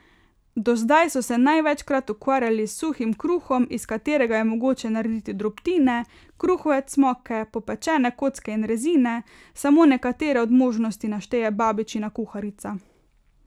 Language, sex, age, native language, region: Slovenian, female, 18-29, Slovenian, Carinthia region